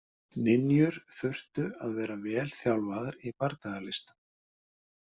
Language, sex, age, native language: Icelandic, male, 50-59, Icelandic